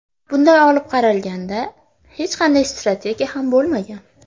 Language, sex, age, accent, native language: Uzbek, female, under 19, Farg'ona, Uzbek